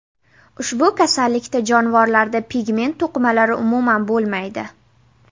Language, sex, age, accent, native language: Uzbek, female, 18-24, Namangan, Uzbek